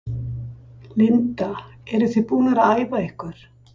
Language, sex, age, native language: Icelandic, female, 60-69, Icelandic